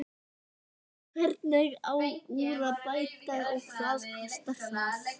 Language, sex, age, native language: Icelandic, female, 11, Icelandic